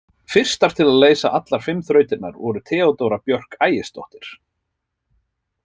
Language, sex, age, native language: Icelandic, male, 30-39, Icelandic